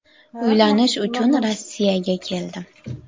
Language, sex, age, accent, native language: Uzbek, female, 19-29, Toshkent viloyati, Uzbek